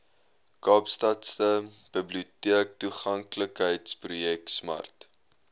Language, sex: Afrikaans, male